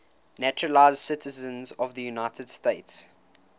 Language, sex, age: English, male, 19